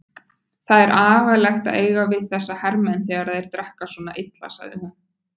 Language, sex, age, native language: Icelandic, female, 20-29, Icelandic